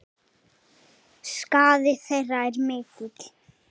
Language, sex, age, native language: Icelandic, male, 8, Icelandic